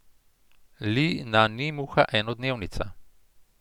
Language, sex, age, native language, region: Slovenian, male, 50-59, Slovenian, Central Slovenia